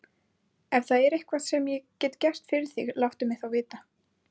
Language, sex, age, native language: Icelandic, female, 20-29, Icelandic